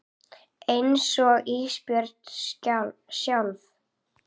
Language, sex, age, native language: Icelandic, female, 8, Icelandic